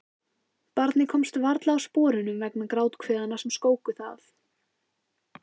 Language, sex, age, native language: Icelandic, female, 14, Icelandic